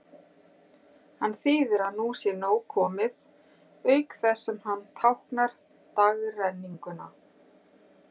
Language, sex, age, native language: Icelandic, female, 40-49, Icelandic